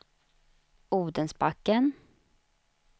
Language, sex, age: Swedish, female, 35